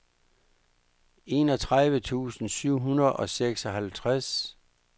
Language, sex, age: Danish, male, 59